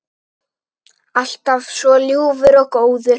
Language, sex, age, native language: Icelandic, female, 9, Icelandic